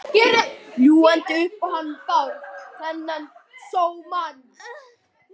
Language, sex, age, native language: Icelandic, male, 12, Icelandic